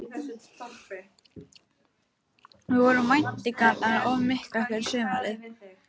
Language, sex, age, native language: Icelandic, female, 12, Icelandic